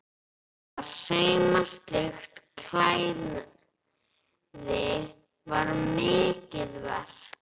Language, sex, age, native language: Icelandic, female, 11, Icelandic